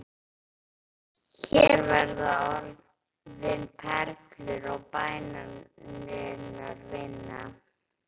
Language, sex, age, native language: Icelandic, male, 12, Icelandic